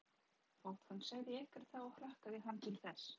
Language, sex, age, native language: Icelandic, female, 30-39, Polish